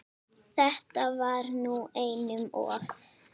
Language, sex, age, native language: Icelandic, female, 9, Icelandic